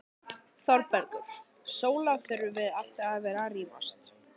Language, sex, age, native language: Icelandic, male, 13, Icelandic